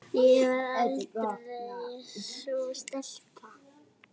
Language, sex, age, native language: Icelandic, female, 8, Icelandic